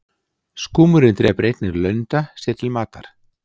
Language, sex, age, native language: Icelandic, male, 60-69, Icelandic